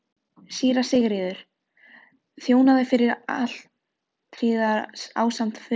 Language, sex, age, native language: Icelandic, female, 13, Filipino